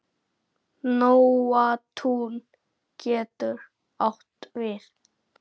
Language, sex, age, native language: Icelandic, male, 9, Icelandic